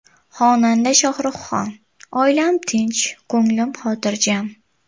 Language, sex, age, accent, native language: Uzbek, female, 19-29, Toshkent viloyati, Uzbek